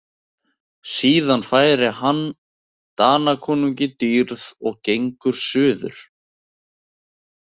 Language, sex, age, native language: Icelandic, male, 18-19, Icelandic